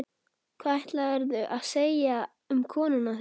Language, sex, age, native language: Icelandic, male, 11, Icelandic